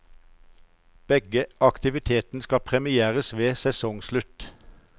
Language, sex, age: Norwegian, male, 54